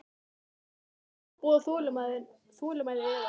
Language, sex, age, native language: Icelandic, male, 12, Icelandic